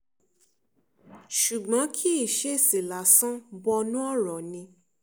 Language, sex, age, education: Yoruba, female, 15-29, tertiary